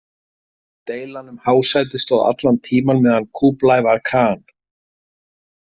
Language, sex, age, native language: Icelandic, male, 50-59, Icelandic